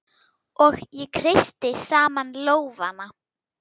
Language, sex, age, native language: Icelandic, female, 10, Icelandic